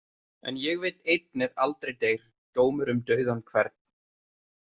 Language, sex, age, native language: Icelandic, male, 30-39, Icelandic